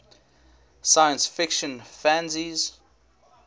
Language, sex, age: English, male, 21